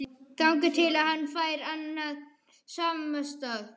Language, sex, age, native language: Icelandic, other, 12, Icelandic